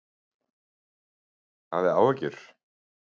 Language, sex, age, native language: Icelandic, male, 30-39, Icelandic